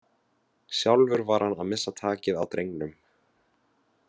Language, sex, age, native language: Icelandic, male, 20-29, Vietnamese